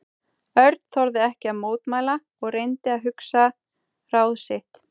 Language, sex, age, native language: Icelandic, female, 30-39, Icelandic